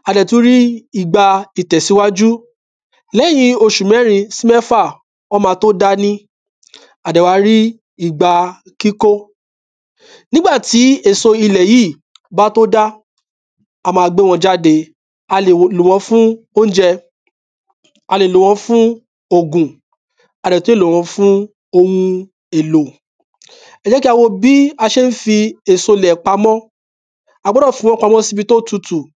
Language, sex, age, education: Yoruba, male, 30-45, tertiary